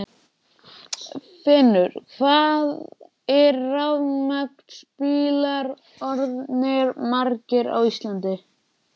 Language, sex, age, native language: Icelandic, male, 12, Icelandic